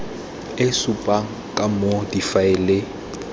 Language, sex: Tswana, male